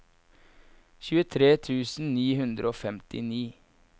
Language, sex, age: Norwegian, male, 24